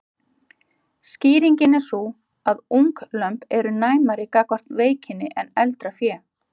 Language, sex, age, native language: Icelandic, female, 50-59, Icelandic